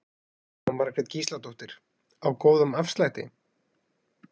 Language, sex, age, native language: Icelandic, male, 20-29, Icelandic